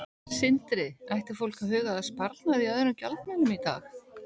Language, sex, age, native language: Icelandic, female, 18-19, Icelandic